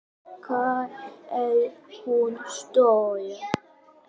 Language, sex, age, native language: Icelandic, female, 8, Icelandic